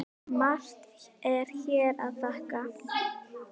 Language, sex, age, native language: Icelandic, female, 10, Icelandic